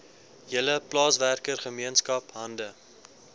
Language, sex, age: Afrikaans, male, 19